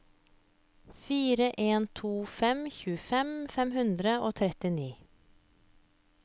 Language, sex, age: Norwegian, female, 30